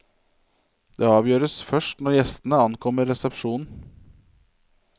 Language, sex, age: Norwegian, male, 27